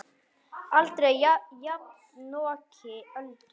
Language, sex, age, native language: Icelandic, male, 9, Icelandic